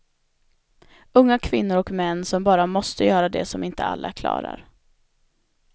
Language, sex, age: Swedish, female, 25